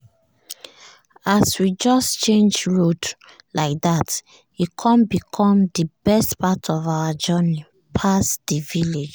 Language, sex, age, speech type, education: Nigerian Pidgin, female, 30-45, spontaneous, tertiary